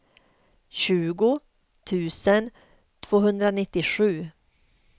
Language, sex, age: Swedish, female, 38